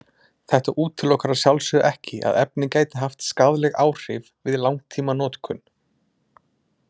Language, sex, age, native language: Icelandic, male, 20-29, Icelandic